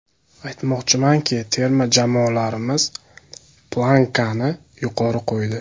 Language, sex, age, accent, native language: Uzbek, male, 18-24, Samarqand, Uzbek